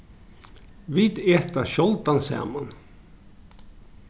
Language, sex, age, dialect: Faroese, male, 36-60, Norðurstreymoy/Eysturoy